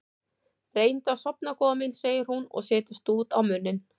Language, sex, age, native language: Icelandic, female, 40-49, Icelandic